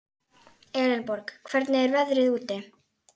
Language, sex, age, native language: Icelandic, female, 11, Icelandic